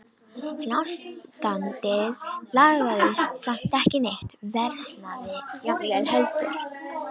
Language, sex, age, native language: Icelandic, female, 18-19, Romanian